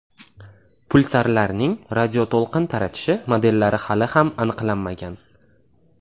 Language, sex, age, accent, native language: Uzbek, male, 18-24, Toshkent viloyati, Uzbek